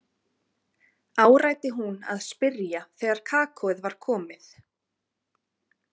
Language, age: Icelandic, 20-29